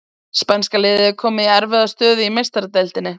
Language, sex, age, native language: Icelandic, female, 20-29, Icelandic